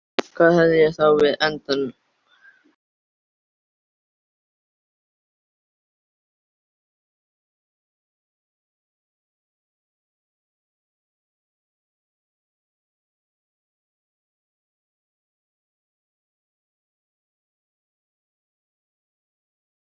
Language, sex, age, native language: Icelandic, male, 13, Icelandic